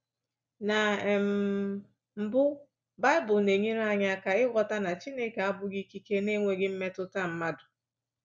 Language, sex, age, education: Igbo, female, 30-45, tertiary